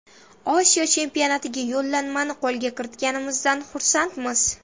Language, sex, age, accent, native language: Uzbek, female, 12-17, Samarqand, Uzbek